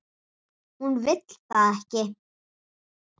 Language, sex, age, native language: Icelandic, female, 9, Icelandic